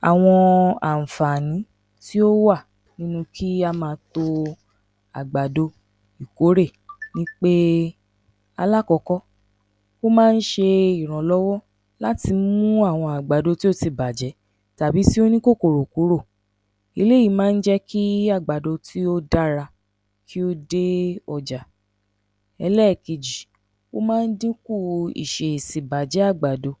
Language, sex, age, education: Yoruba, female, 30-45, tertiary